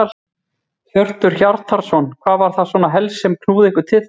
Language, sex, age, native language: Icelandic, male, 40-49, Icelandic